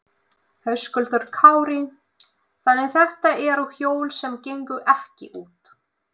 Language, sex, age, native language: Icelandic, female, 20-29, Russian